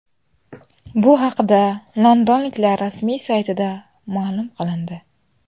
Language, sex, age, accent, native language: Uzbek, female, 25-34, Buxoro, Uzbek